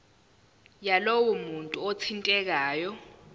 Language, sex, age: Zulu, female, 19